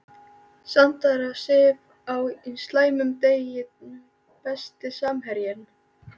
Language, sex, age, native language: Icelandic, female, 13, Icelandic